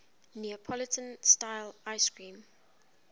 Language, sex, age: English, female, 20